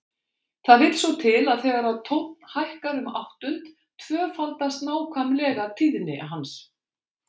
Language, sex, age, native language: Icelandic, female, 60-69, Icelandic